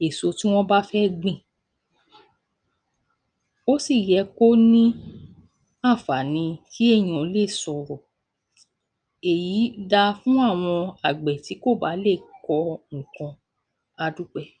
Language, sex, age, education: Yoruba, female, 46-60, tertiary